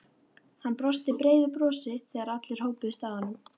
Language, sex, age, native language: Icelandic, female, 12, Icelandic